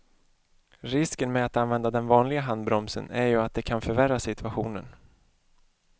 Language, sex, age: Swedish, male, 31